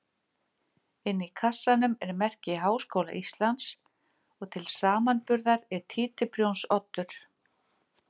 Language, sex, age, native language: Icelandic, female, 50-59, Icelandic